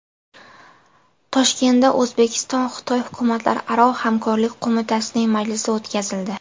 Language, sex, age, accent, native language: Uzbek, female, 19-29, Buxoro, Uzbek